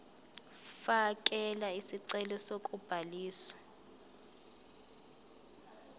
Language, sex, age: Zulu, female, 22